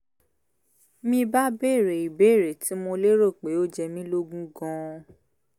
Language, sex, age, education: Yoruba, female, 15-29, tertiary